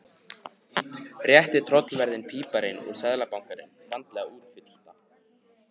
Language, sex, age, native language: Icelandic, male, 15, Icelandic